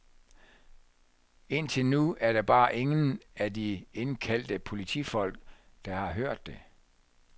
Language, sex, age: Danish, male, 64